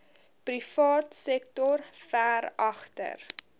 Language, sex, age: Afrikaans, female, 20